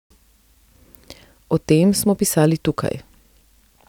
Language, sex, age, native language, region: Slovenian, female, 30-49, Slovenian, Central Slovenia